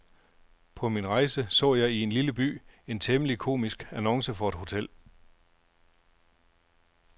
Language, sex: Danish, male